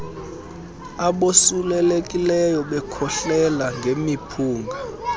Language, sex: Xhosa, male